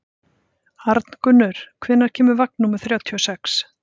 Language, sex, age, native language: Icelandic, female, 50-59, Icelandic